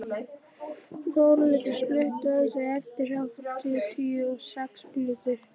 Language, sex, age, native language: Icelandic, male, 11, Icelandic